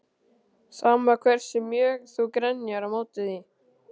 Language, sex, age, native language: Icelandic, male, 13, Icelandic